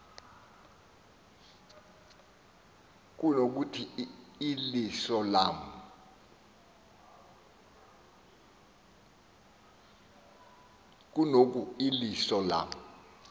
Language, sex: Xhosa, male